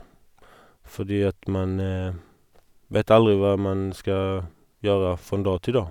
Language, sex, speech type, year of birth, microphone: Norwegian, male, spontaneous, 1981, Sennheiser